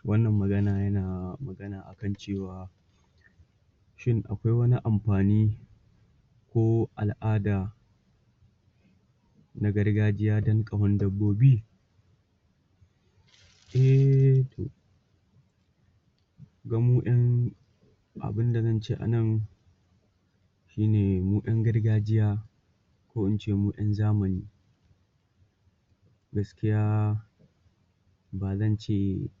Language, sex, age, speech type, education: Hausa, male, 46-60, spontaneous, tertiary